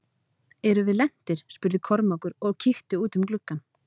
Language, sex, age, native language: Icelandic, female, 30-39, Icelandic